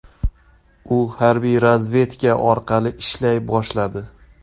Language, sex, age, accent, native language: Uzbek, male, 25-34, Xorazm, Uzbek